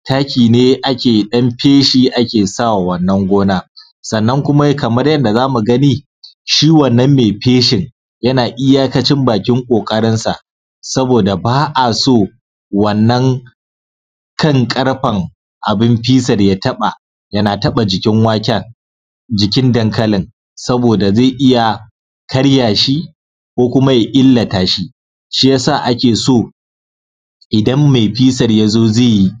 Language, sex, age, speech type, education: Hausa, male, 15-29, spontaneous, tertiary